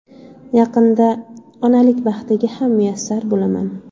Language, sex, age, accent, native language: Uzbek, female, 25-34, Andijon, Uzbek